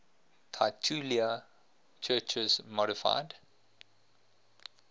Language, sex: English, male